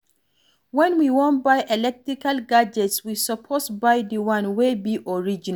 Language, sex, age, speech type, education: Nigerian Pidgin, female, 46-60, read, tertiary